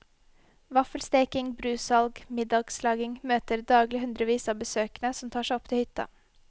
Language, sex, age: Norwegian, female, 21